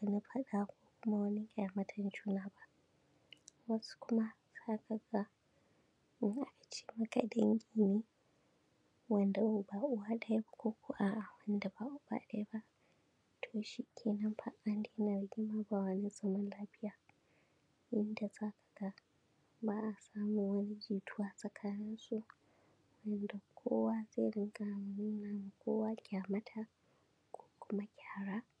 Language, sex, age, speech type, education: Hausa, male, 15-29, spontaneous, primary